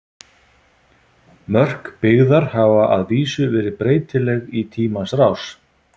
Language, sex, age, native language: Icelandic, male, 50-59, Icelandic